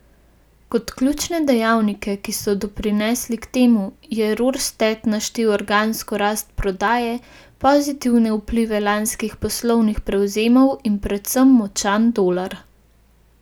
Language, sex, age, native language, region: Slovenian, female, 18-29, Slovenian, Gorenjska region